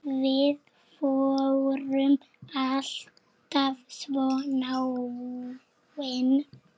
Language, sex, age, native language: Icelandic, female, 7, Icelandic